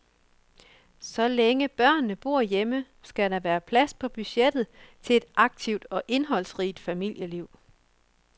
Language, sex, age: Danish, female, 24